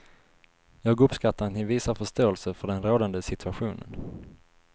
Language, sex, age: Swedish, male, 19